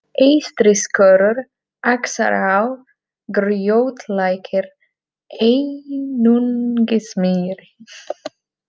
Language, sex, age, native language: Icelandic, female, 30-39, Czech